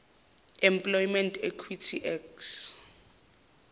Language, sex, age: Zulu, male, 23